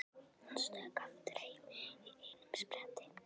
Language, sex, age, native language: Icelandic, female, 11, Icelandic